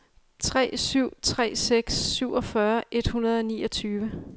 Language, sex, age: Danish, female, 35